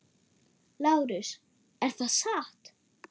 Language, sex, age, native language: Icelandic, female, 9, German